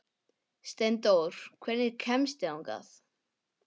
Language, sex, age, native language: Icelandic, male, 11, English